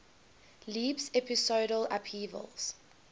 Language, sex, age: English, female, 21